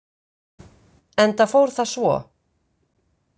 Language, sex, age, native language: Icelandic, female, 50-59, Icelandic